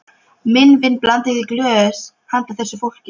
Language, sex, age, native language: Icelandic, female, 12, Polish